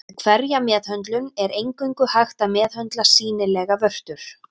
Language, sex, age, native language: Icelandic, female, 30-39, Icelandic